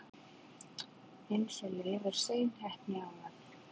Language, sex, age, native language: Icelandic, female, 40-49, Icelandic